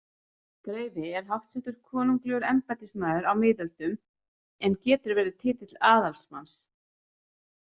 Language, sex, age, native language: Icelandic, female, 30-39, Icelandic